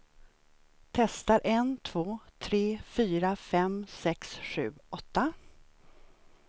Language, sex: Swedish, female